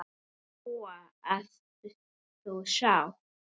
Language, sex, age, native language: Icelandic, male, 8, Icelandic